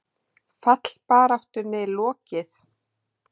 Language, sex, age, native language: Icelandic, female, 40-49, Icelandic